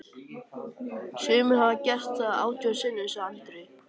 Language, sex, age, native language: Icelandic, male, 13, Icelandic